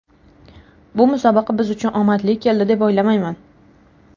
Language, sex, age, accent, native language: Uzbek, female, 18-24, Toshkent viloyati, Uzbek